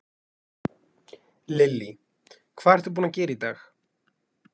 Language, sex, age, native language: Icelandic, male, 20-29, Icelandic